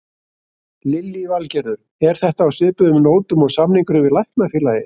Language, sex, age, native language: Icelandic, male, 60-69, Icelandic